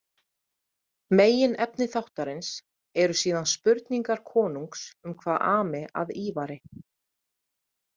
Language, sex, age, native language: Icelandic, female, 30-39, Icelandic